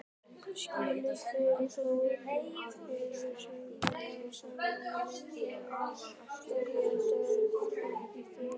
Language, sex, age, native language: Icelandic, male, 18-19, Icelandic